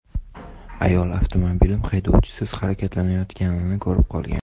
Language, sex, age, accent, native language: Uzbek, male, 18-24, Toshkent viloyati, Uzbek